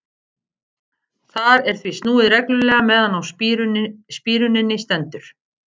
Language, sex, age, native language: Icelandic, female, 50-59, Icelandic